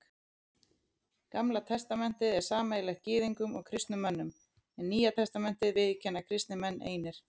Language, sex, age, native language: Icelandic, female, 30-39, Icelandic